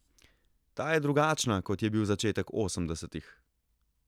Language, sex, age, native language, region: Slovenian, male, 30-49, Slovenian, Central Slovenia